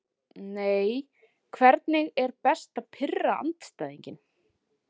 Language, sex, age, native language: Icelandic, female, 40-49, Icelandic